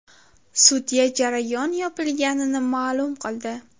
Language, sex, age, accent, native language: Uzbek, female, under 19, Navoiy, Uzbek